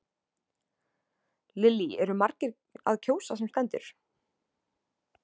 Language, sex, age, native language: Icelandic, female, 20-29, Icelandic